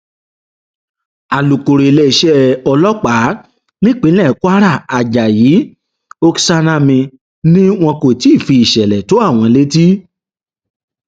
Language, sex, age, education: Yoruba, male, 30-45, tertiary